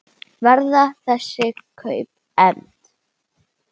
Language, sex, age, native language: Icelandic, female, 10, Icelandic